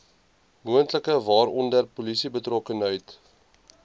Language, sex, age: Afrikaans, male, 20